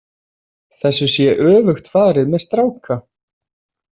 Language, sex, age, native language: Icelandic, male, 20-29, Icelandic